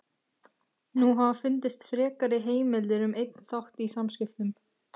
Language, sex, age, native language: Icelandic, female, 14, Icelandic